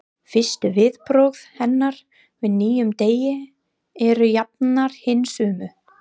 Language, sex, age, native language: Icelandic, female, 30-39, English